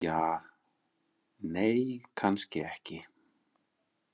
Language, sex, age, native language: Icelandic, male, 40-49, Icelandic